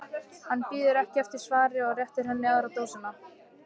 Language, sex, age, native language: Icelandic, male, 13, Icelandic